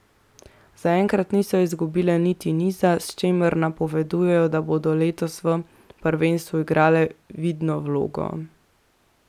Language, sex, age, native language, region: Slovenian, female, 18-29, Slovenian, Central Slovenia